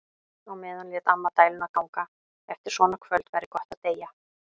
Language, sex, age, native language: Icelandic, female, 18-19, Icelandic